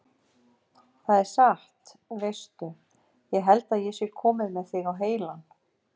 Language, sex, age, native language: Icelandic, female, 50-59, Icelandic